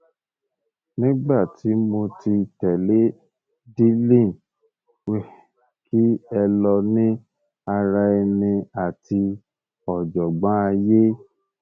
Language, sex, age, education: Yoruba, male, 30-45, tertiary